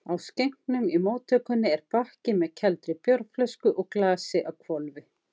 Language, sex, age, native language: Icelandic, female, 50-59, Icelandic